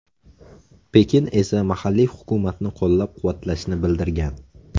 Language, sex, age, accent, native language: Uzbek, male, 18-24, Namangan, Uzbek